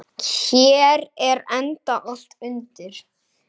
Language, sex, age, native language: Icelandic, male, 9, Icelandic